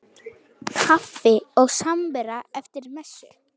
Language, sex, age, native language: Icelandic, female, 9, Icelandic